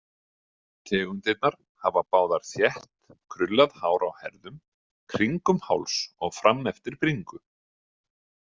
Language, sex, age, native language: Icelandic, male, 30-39, Icelandic